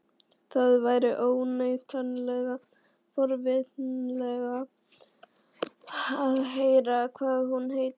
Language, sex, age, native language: Icelandic, female, 11, Icelandic